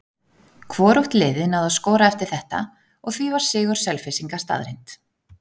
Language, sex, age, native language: Icelandic, female, 30-39, Icelandic